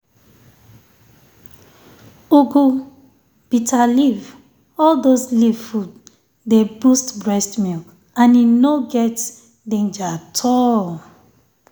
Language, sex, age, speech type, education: Nigerian Pidgin, female, 30-45, spontaneous, tertiary